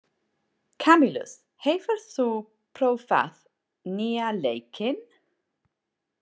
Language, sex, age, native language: Icelandic, female, 40-49, English